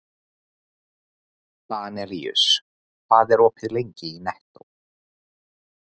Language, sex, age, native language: Icelandic, male, 40-49, Icelandic